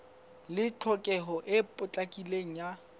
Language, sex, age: Southern Sotho, male, 20